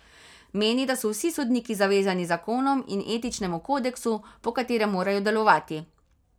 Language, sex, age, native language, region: Slovenian, female, 30-49, Slovenian, Carinthia region